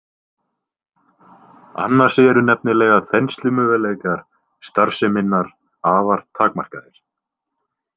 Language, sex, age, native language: Icelandic, male, 20-29, Icelandic